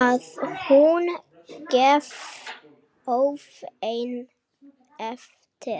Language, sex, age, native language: Icelandic, female, 8, Icelandic